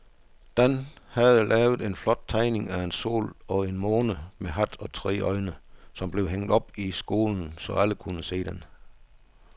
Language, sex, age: Danish, male, 62